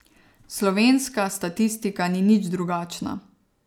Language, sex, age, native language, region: Slovenian, female, 30-49, Slovenian, Savinja region